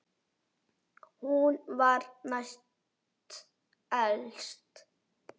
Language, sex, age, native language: Icelandic, male, 8, Icelandic